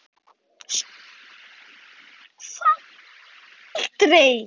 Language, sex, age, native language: Icelandic, male, 10, Icelandic